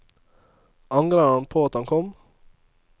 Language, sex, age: Norwegian, male, 22